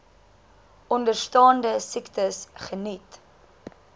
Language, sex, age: Afrikaans, female, 19